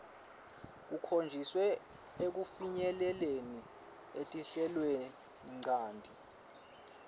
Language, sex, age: Swati, male, 23